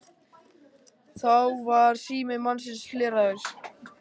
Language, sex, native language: Icelandic, other, Icelandic